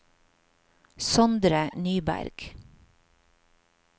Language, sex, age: Norwegian, female, 50